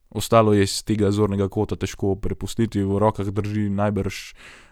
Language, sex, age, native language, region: Slovenian, male, 18-29, Slovenian, Gorenjska region